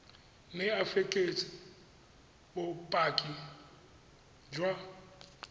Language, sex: Tswana, male